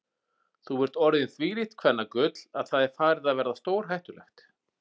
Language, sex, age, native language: Icelandic, male, 40-49, Icelandic